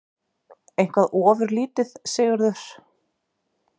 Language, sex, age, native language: Icelandic, female, 30-39, Icelandic